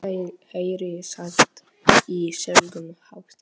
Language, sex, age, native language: Icelandic, male, 8, Polish